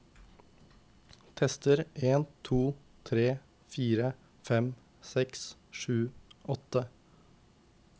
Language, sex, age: Norwegian, male, 19